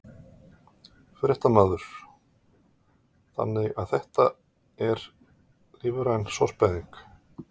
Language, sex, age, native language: Icelandic, male, 50-59, Icelandic